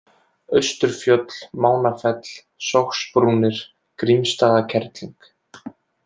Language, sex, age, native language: Icelandic, male, 20-29, Icelandic